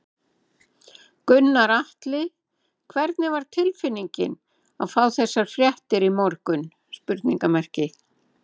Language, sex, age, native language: Icelandic, female, 70-79, Icelandic